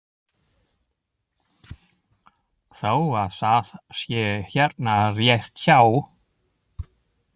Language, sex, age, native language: Icelandic, male, 60-69, German